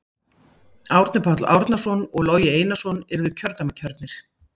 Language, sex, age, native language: Icelandic, female, 50-59, Icelandic